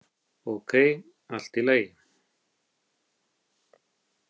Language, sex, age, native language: Icelandic, male, 50-59, Icelandic